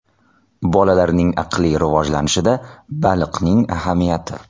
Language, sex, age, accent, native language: Uzbek, male, 30-39, Toshkent shahri, Uzbek